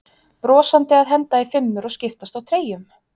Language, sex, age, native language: Icelandic, female, 30-39, Icelandic